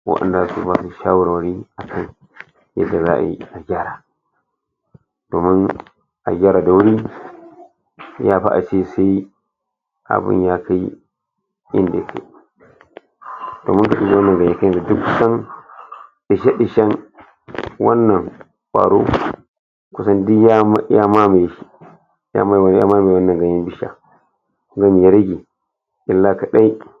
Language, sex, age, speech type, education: Hausa, male, 60+, spontaneous, tertiary